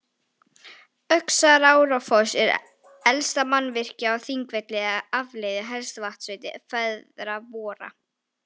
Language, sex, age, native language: Icelandic, female, 18-19, Icelandic